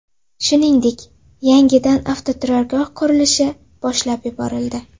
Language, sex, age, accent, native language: Uzbek, female, 18-24, Qashqadaryo, Uzbek